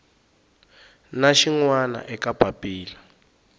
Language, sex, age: Tsonga, male, 18